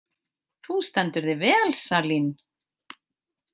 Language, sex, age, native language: Icelandic, female, 50-59, Icelandic